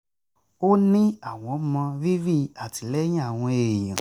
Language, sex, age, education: Yoruba, male, 15-29, tertiary